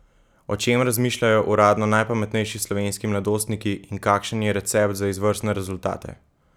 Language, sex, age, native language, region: Slovenian, male, 18-29, Slovenian, Gorenjska region